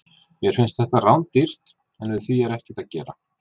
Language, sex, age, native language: Icelandic, male, 40-49, Icelandic